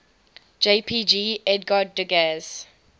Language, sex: English, female